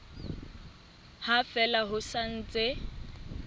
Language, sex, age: Southern Sotho, female, 21